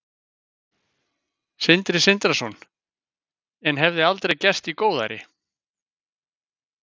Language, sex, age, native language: Icelandic, male, 50-59, Icelandic